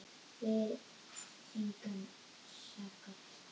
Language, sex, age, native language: Icelandic, female, 10, Icelandic